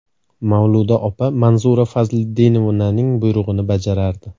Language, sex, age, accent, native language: Uzbek, male, 25-34, Andijon, Uzbek